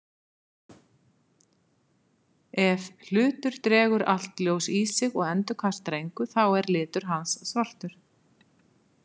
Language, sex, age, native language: Icelandic, female, 50-59, Icelandic